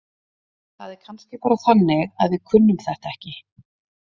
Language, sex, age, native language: Icelandic, female, 30-39, Icelandic